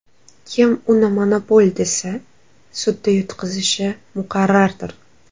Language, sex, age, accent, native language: Uzbek, female, 12-17, Toshkent shahri, Uzbek